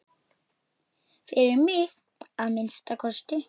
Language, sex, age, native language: Icelandic, female, 8, Icelandic